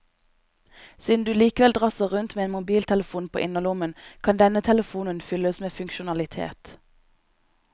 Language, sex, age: Norwegian, female, 26